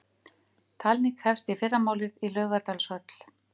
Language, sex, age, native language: Icelandic, female, 50-59, Icelandic